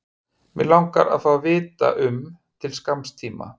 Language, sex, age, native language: Icelandic, male, 50-59, Icelandic